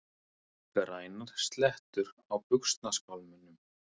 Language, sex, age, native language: Icelandic, male, 30-39, Icelandic